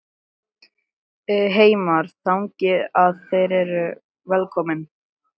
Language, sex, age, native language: Icelandic, male, 13, Icelandic